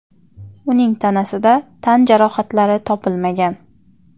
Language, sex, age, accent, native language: Uzbek, female, 25-34, Xorazm, Uzbek